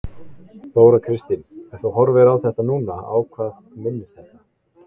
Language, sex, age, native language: Icelandic, male, 20-29, Icelandic